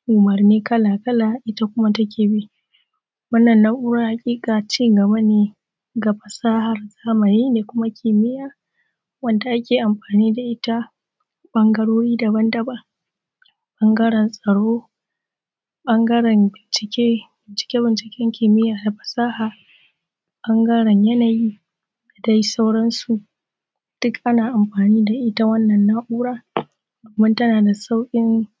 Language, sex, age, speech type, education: Hausa, female, 15-29, spontaneous, secondary